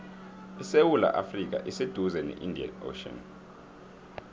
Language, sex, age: South Ndebele, male, 23